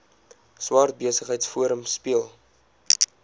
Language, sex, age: Afrikaans, male, 20